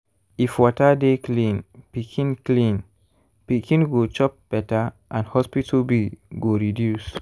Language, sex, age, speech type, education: Nigerian Pidgin, male, 15-29, spontaneous, tertiary